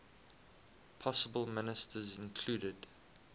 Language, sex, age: English, male, 21